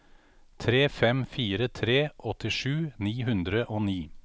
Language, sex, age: Norwegian, male, 49